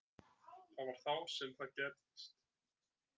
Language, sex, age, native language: Icelandic, male, 30-39, Icelandic